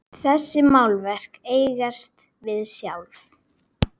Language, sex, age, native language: Icelandic, female, 8, Icelandic